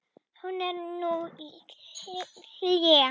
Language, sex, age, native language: Icelandic, female, 10, Icelandic